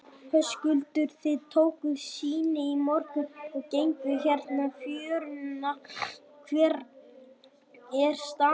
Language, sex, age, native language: Icelandic, male, 18-19, Icelandic